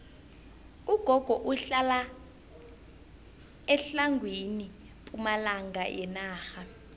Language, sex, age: South Ndebele, female, 21